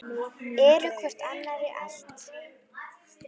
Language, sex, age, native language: Icelandic, female, 9, Icelandic